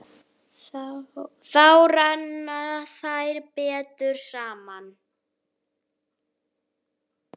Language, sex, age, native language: Icelandic, female, 9, Icelandic